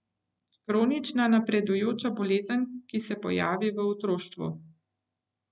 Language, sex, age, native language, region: Slovenian, female, 50-59, Slovenian, Central Slovenia